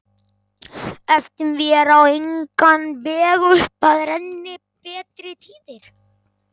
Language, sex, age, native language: Icelandic, male, 11, Icelandic